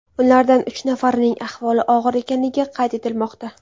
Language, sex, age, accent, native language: Uzbek, female, 19-29, Samarqand, Uzbek